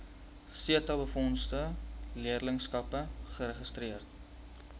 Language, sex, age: Afrikaans, male, 20